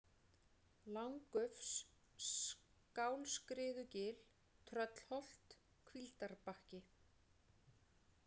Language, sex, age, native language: Icelandic, female, 40-49, Icelandic